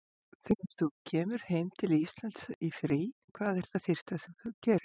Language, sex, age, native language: Icelandic, female, 50-59, Icelandic